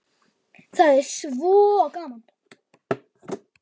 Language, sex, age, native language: Icelandic, male, 10, Icelandic